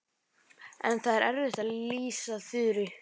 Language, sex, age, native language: Icelandic, male, 12, Icelandic